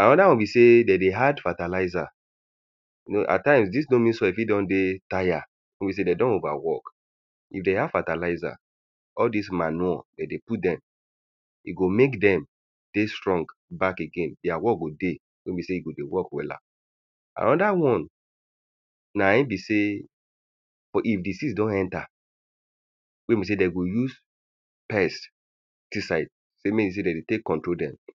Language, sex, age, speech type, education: Nigerian Pidgin, male, 30-45, spontaneous, primary